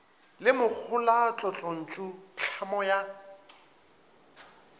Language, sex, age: Northern Sotho, male, 24